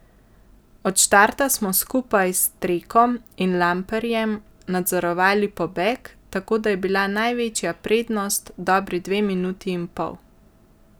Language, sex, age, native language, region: Slovenian, male, 50-59, Slovenian, Central Slovenia